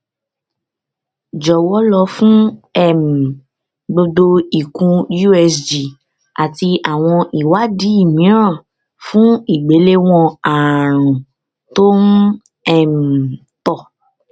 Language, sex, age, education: Yoruba, female, 15-29, tertiary